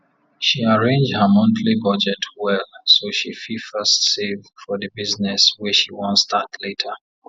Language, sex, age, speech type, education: Nigerian Pidgin, male, 30-45, spontaneous, tertiary